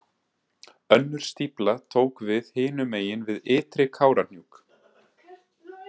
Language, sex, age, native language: Icelandic, male, 20-29, Icelandic